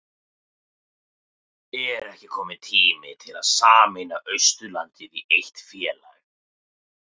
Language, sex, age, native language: Icelandic, male, 18-19, Icelandic